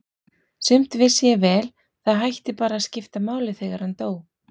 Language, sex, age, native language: Icelandic, female, 40-49, Icelandic